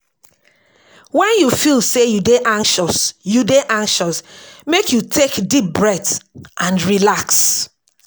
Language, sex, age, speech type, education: Nigerian Pidgin, female, 46-60, spontaneous, tertiary